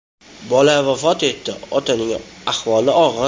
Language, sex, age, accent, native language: Uzbek, male, 25-34, Toshkent shahri, Uzbek